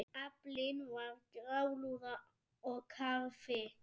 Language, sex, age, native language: Icelandic, male, 7, Icelandic